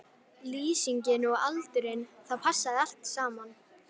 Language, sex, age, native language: Icelandic, female, 11, Icelandic